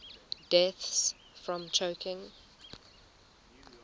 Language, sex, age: English, female, 20